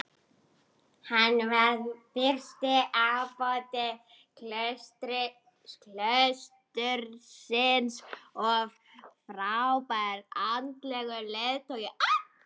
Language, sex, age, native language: Icelandic, female, 12, Icelandic